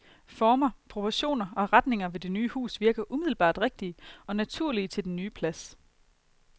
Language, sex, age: Danish, female, 22